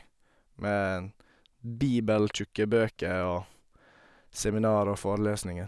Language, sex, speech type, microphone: Norwegian, male, spontaneous, Sennheiser